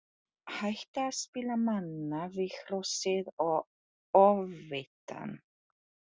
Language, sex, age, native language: Icelandic, female, 40-49, Polish